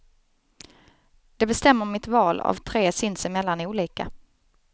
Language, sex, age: Swedish, female, 29